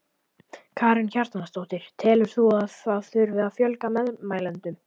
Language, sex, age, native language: Icelandic, male, 11, Icelandic